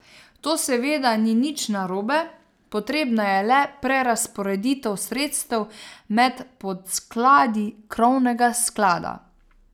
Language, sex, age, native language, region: Slovenian, female, 30-49, Slovenian, Savinja region